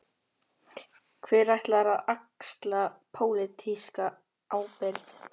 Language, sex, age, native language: Icelandic, male, 12, Icelandic